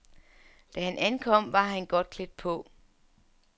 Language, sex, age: Danish, female, 47